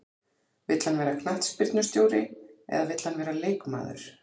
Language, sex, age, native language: Icelandic, female, 40-49, Icelandic